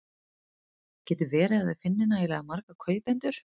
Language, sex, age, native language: Icelandic, female, 30-39, Icelandic